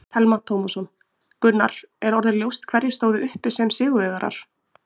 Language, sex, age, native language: Icelandic, female, 20-29, Icelandic